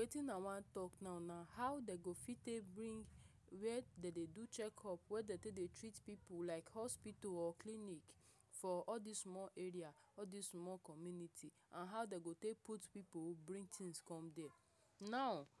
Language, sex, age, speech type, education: Nigerian Pidgin, female, 46-60, spontaneous, tertiary